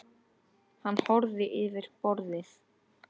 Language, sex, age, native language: Icelandic, male, 10, Icelandic